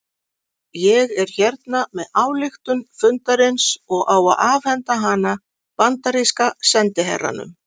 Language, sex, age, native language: Icelandic, female, 40-49, Icelandic